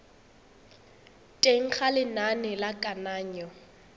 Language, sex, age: Tswana, female, 21